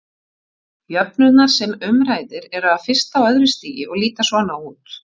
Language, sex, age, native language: Icelandic, female, 40-49, Icelandic